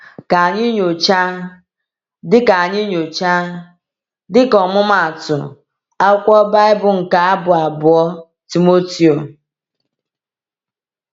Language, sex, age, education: Igbo, female, 30-45, tertiary